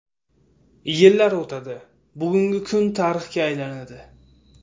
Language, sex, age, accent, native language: Uzbek, male, 18-24, Samarqand, Uzbek